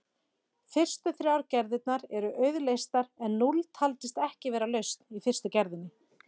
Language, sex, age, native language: Icelandic, female, 40-49, Icelandic